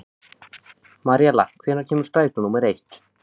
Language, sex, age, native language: Icelandic, male, 15, Icelandic